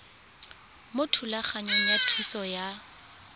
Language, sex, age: Tswana, female, 20